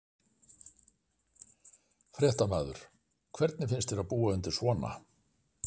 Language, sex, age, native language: Icelandic, male, 60-69, Icelandic